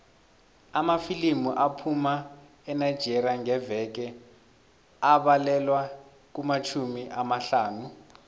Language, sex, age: South Ndebele, male, 21